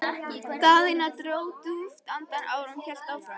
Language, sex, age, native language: Icelandic, female, 11, Icelandic